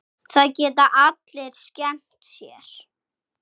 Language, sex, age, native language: Icelandic, male, 6, Icelandic